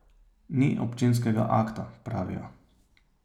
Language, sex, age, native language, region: Slovenian, male, 30-49, Slovenian, Savinja region